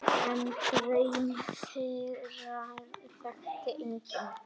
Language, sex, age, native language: Icelandic, male, 10, Icelandic